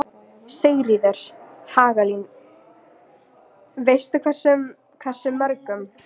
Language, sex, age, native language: Icelandic, female, 18-19, Icelandic